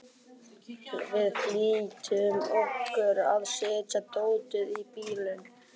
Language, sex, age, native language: Icelandic, male, 11, Icelandic